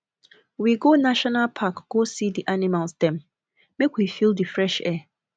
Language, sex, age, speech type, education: Nigerian Pidgin, female, 15-29, spontaneous, tertiary